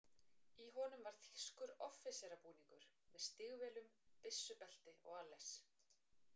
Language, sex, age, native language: Icelandic, female, 40-49, Icelandic